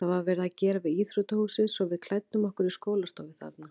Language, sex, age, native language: Icelandic, female, 40-49, Icelandic